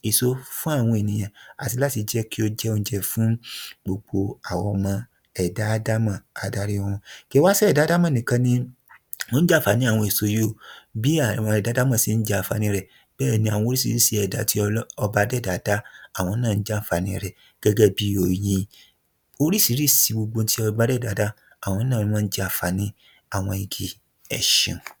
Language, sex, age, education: Yoruba, male, 30-45, tertiary